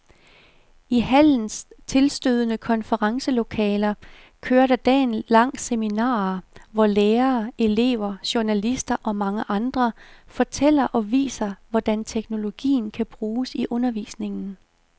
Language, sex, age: Danish, female, 51